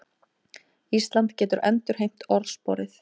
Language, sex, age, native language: Icelandic, female, 30-39, Icelandic